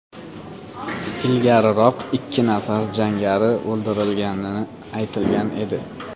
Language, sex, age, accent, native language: Uzbek, male, 18-24, Toshkent shahri, Uzbek